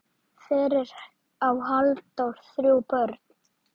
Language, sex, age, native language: Icelandic, male, 9, Icelandic